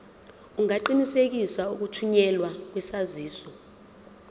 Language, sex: Zulu, female